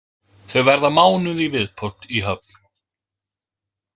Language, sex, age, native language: Icelandic, male, 20-29, Icelandic